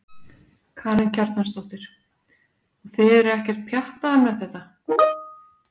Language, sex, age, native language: Icelandic, female, 40-49, Icelandic